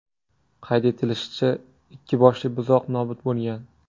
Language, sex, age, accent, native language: Uzbek, male, 25-34, Namangan, Uzbek